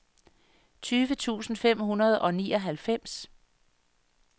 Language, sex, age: Danish, female, 58